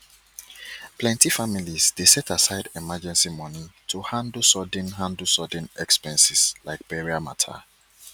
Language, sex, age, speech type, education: Nigerian Pidgin, male, 30-45, spontaneous, tertiary